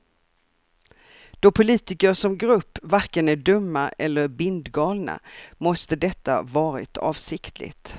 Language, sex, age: Swedish, female, 64